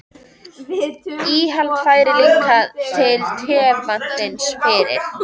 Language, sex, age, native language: Icelandic, female, 13, Icelandic